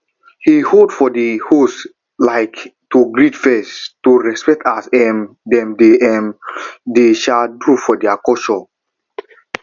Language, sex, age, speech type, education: Nigerian Pidgin, male, 15-29, spontaneous, tertiary